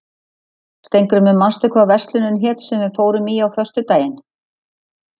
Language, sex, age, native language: Icelandic, female, 50-59, Icelandic